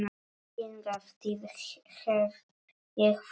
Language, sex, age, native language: Icelandic, male, 9, Polish